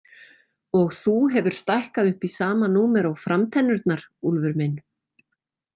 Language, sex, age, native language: Icelandic, female, 40-49, Icelandic